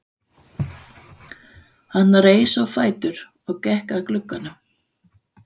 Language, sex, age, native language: Icelandic, female, 50-59, Danish